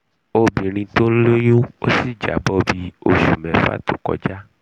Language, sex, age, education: Yoruba, male, 30-45, tertiary